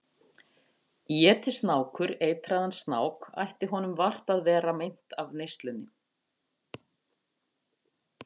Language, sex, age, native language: Icelandic, female, 50-59, Icelandic